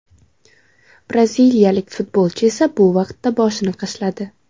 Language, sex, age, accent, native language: Uzbek, female, 18-24, Samarqand, Uzbek